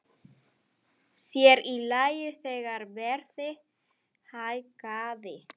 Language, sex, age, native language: Icelandic, female, 11, Spanish